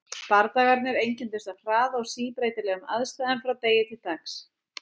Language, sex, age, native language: Icelandic, female, 30-39, Icelandic